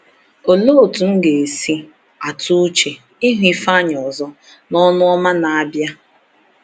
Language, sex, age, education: Igbo, female, 15-29, tertiary